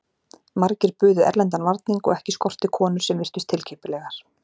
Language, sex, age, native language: Icelandic, female, 40-49, Icelandic